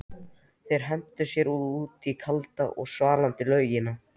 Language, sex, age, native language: Icelandic, male, 13, Icelandic